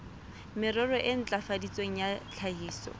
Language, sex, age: Southern Sotho, female, 25